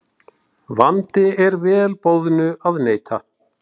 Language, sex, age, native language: Icelandic, male, 40-49, Icelandic